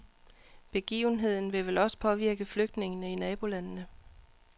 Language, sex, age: Danish, female, 39